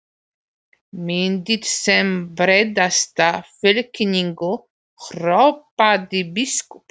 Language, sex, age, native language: Icelandic, female, 40-49, Polish